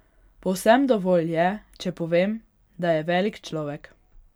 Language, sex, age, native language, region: Slovenian, female, 18-29, Hungarian, Pomurje region